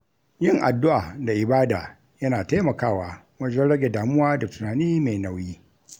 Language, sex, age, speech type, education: Hausa, male, 60+, read, tertiary